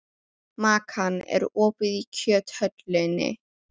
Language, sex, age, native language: Icelandic, female, 12, Icelandic